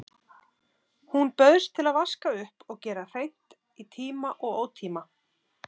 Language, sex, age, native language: Icelandic, female, 30-39, Icelandic